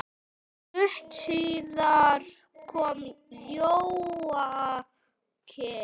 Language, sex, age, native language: Icelandic, male, 8, Icelandic